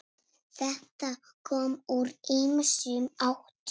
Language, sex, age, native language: Icelandic, female, 6, Icelandic